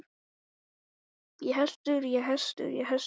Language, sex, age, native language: Icelandic, male, 12, Icelandic